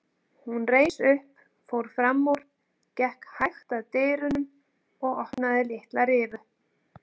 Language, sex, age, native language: Icelandic, female, 40-49, Icelandic